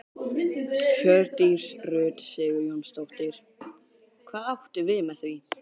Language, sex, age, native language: Icelandic, male, 12, Icelandic